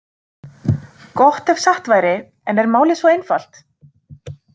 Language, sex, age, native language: Icelandic, female, 30-39, Icelandic